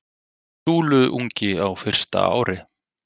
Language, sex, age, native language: Icelandic, male, 30-39, Icelandic